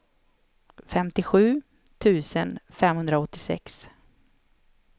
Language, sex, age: Swedish, female, 31